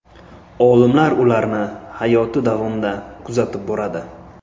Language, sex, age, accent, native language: Uzbek, male, 18-24, Buxoro, Uzbek